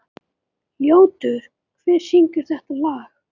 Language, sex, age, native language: Icelandic, male, 18-19, Icelandic